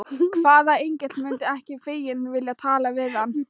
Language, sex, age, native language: Icelandic, female, 13, Thai